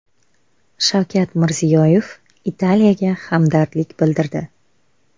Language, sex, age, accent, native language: Uzbek, female, 19-29, Buxoro, Uzbek